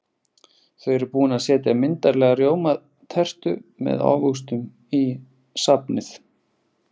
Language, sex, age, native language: Icelandic, male, 20-29, Icelandic